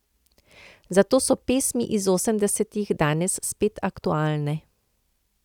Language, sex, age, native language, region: Slovenian, female, 50-59, Slovenian, Central Slovenia